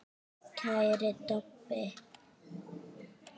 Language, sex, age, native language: Icelandic, female, 6, Icelandic